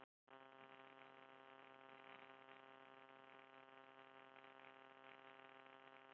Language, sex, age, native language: Icelandic, female, 30-39, Icelandic